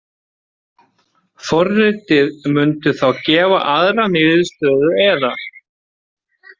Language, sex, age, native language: Icelandic, male, 30-39, Icelandic